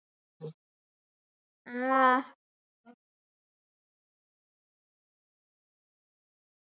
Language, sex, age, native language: Icelandic, female, 12, Icelandic